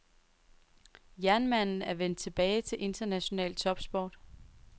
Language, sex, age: Danish, female, 23